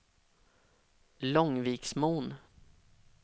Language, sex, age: Swedish, male, 32